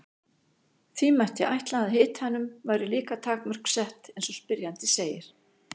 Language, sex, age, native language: Icelandic, female, 60-69, Icelandic